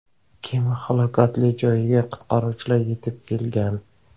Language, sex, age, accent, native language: Uzbek, male, 25-34, Qashqadaryo, Uzbek